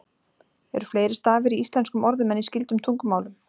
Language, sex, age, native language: Icelandic, female, 40-49, Icelandic